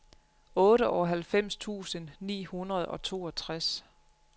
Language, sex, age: Danish, female, 35